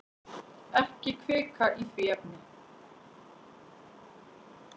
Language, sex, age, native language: Icelandic, female, 40-49, Icelandic